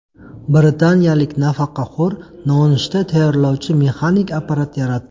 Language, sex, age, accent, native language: Uzbek, male, 25-34, Qashqadaryo, Uzbek